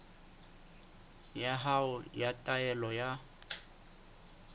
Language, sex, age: Southern Sotho, male, 29